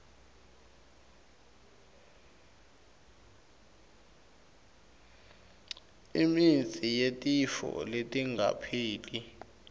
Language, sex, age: Swati, male, 21